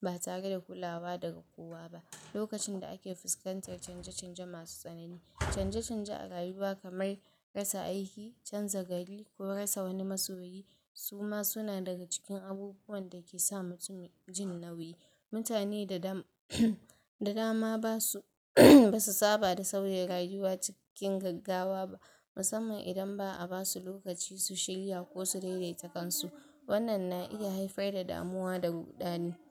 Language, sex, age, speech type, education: Hausa, female, 46-60, spontaneous, tertiary